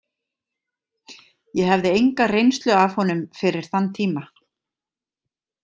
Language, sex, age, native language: Icelandic, female, 40-49, Icelandic